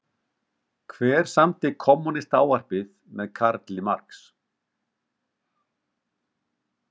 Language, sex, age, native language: Icelandic, male, 50-59, Icelandic